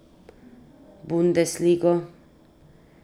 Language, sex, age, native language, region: Slovenian, female, 30-49, Slovenian, Drava region